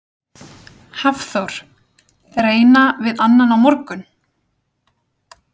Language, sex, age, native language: Icelandic, female, 30-39, Icelandic